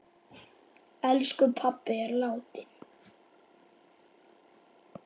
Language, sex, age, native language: Icelandic, male, 8, Icelandic